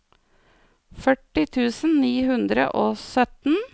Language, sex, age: Norwegian, female, 49